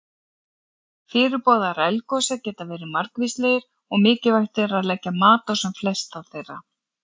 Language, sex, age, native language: Icelandic, female, 40-49, Icelandic